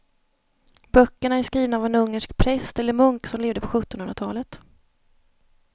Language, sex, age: Swedish, female, 30